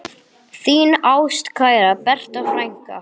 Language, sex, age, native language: Icelandic, male, 9, Icelandic